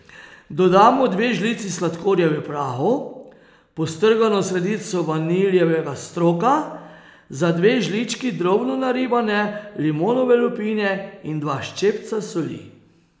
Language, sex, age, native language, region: Slovenian, male, 30-49, Slovenian, Posavska region